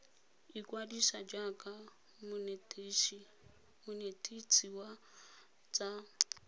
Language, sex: Tswana, female